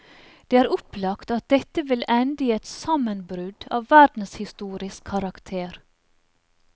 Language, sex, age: Norwegian, female, 44